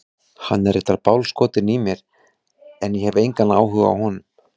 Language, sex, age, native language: Icelandic, male, 40-49, Icelandic